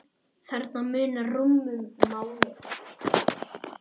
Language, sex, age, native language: Icelandic, male, 10, Icelandic